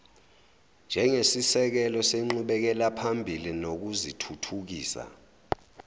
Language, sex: Zulu, male